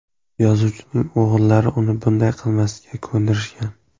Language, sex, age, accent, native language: Uzbek, male, 18-24, Xorazm, Uzbek